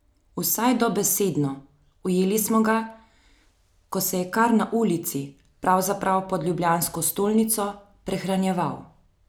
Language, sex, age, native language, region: Slovenian, female, 30-49, Slovenian, Central Slovenia